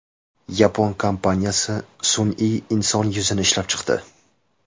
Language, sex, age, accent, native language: Uzbek, male, 18-24, Jizzax, Uzbek